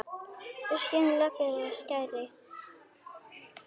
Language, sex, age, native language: Icelandic, female, 9, Icelandic